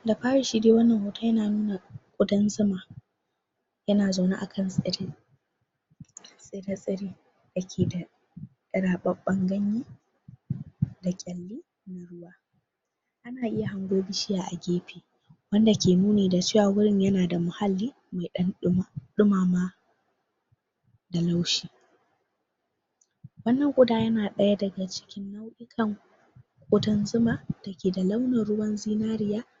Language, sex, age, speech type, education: Hausa, female, 46-60, spontaneous, tertiary